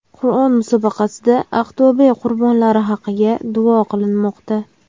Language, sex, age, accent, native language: Uzbek, female, 19-29, Farg'ona, Uzbek